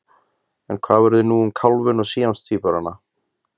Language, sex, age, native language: Icelandic, male, 20-29, Icelandic